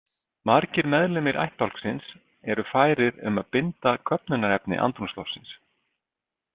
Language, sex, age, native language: Icelandic, male, 50-59, Icelandic